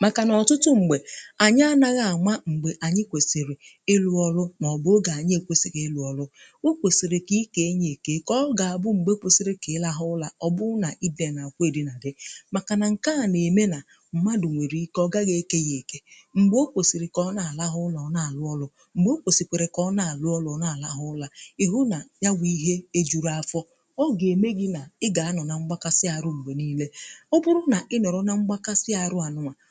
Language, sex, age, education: Igbo, female, 60+, tertiary